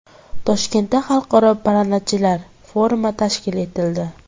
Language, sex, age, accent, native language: Uzbek, female, 18-24, Toshkent viloyati, Uzbek